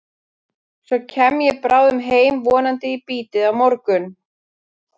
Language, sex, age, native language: Icelandic, female, 12, Icelandic